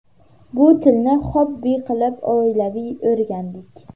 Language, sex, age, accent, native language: Uzbek, female, under 19, Qashqadaryo, Uzbek